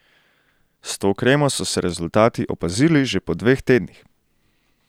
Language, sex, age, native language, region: Slovenian, male, 18-29, Slovenian, Central Slovenia